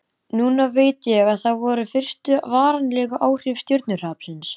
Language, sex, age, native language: Icelandic, male, 11, Icelandic